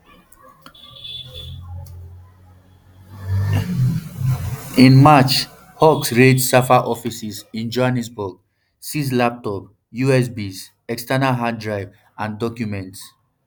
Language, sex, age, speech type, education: Nigerian Pidgin, male, 15-29, spontaneous, tertiary